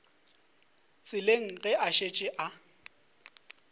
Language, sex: Northern Sotho, male